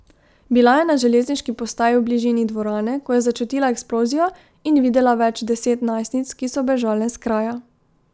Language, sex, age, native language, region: Slovenian, female, 18-29, Slovenian, Drava region